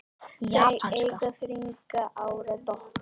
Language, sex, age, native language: Icelandic, female, 10, Icelandic